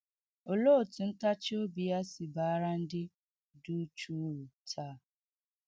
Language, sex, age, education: Igbo, female, 15-29, tertiary